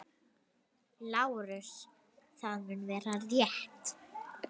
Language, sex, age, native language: Icelandic, female, 9, Icelandic